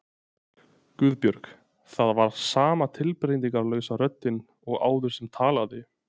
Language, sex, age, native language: Icelandic, male, 20-29, Icelandic